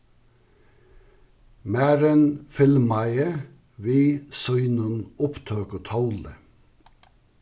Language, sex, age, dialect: Faroese, male, 61+, Suðuroy